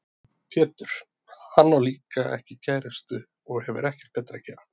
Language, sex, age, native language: Icelandic, male, 30-39, Icelandic